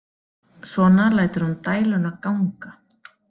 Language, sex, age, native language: Icelandic, female, 40-49, Icelandic